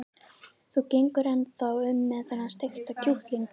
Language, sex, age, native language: Icelandic, female, 13, Icelandic